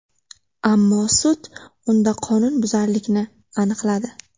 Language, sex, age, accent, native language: Uzbek, female, 18-24, Navoiy, Uzbek